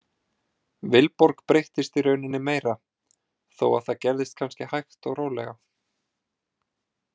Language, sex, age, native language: Icelandic, male, 20-29, Icelandic